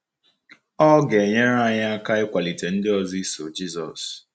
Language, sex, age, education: Igbo, male, 15-29, tertiary